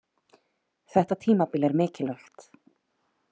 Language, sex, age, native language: Icelandic, female, 30-39, Icelandic